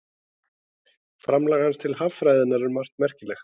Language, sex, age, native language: Icelandic, male, 40-49, Icelandic